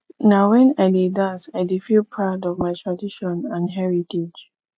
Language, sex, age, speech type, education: Nigerian Pidgin, female, 15-29, spontaneous, tertiary